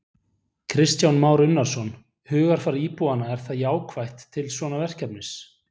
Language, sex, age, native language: Icelandic, male, 40-49, Icelandic